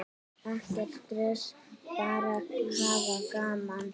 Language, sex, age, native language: Icelandic, female, 6, Icelandic